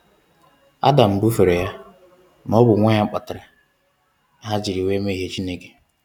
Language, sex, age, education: Igbo, male, 15-29, tertiary